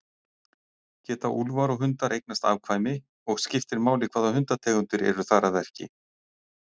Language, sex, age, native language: Icelandic, male, 60-69, Icelandic